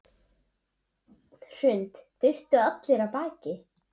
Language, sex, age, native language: Icelandic, female, 7, Icelandic